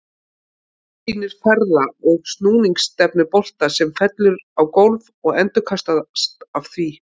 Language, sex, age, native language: Icelandic, female, 50-59, Icelandic